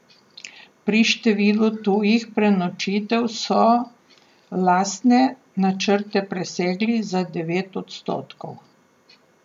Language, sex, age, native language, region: Slovenian, female, 60+, Slovenian, Southeast Slovenia